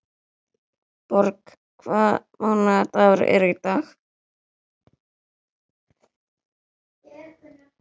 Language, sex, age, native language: Icelandic, female, 11, Icelandic